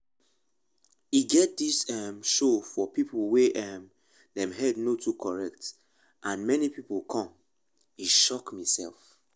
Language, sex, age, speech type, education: Nigerian Pidgin, male, 15-29, spontaneous, tertiary